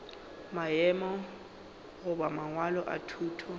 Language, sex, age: Northern Sotho, female, 29